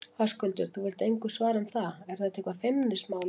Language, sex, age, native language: Icelandic, female, 40-49, Icelandic